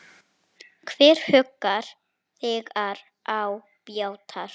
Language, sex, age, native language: Icelandic, female, 7, Icelandic